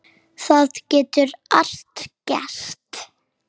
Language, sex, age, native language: Icelandic, female, 7, Icelandic